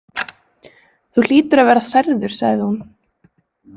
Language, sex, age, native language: Icelandic, female, 20-29, Icelandic